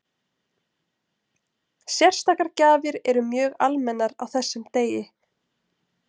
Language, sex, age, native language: Icelandic, female, 20-29, Icelandic